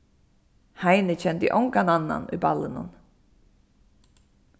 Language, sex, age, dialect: Faroese, female, 15-35, Suðurstreymoy